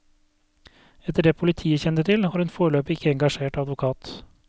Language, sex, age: Norwegian, male, 32